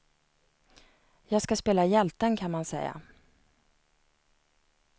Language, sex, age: Swedish, female, 29